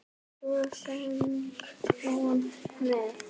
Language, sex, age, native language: Icelandic, female, 7, Icelandic